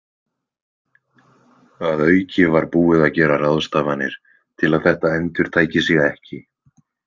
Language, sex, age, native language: Icelandic, male, 20-29, Icelandic